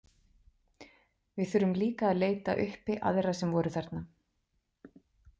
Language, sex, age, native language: Icelandic, female, 40-49, Icelandic